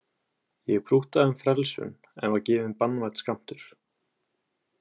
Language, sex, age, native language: Icelandic, male, 20-29, Icelandic